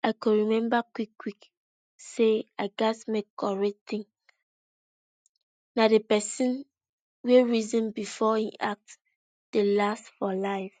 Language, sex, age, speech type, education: Nigerian Pidgin, female, 15-29, spontaneous, tertiary